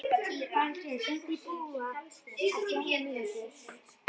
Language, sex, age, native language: Icelandic, female, 11, Icelandic